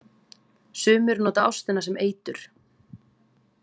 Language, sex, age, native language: Icelandic, female, 30-39, Icelandic